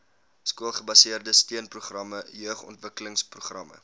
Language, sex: Afrikaans, male